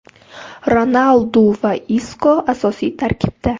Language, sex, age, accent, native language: Uzbek, female, 18-24, Surxondaryo, Uzbek